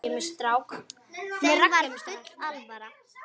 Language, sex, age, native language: Icelandic, female, 8, Icelandic